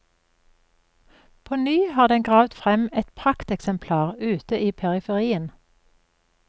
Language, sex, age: Norwegian, female, 44